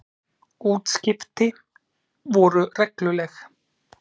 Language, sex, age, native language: Icelandic, male, 30-39, Icelandic